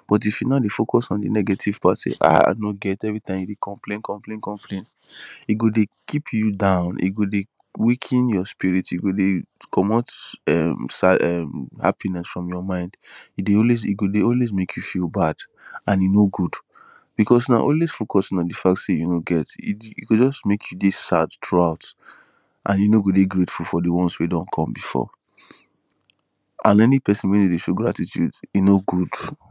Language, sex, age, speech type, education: Nigerian Pidgin, male, 15-29, spontaneous, tertiary